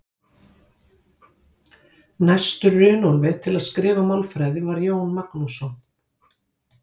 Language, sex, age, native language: Icelandic, female, 50-59, Icelandic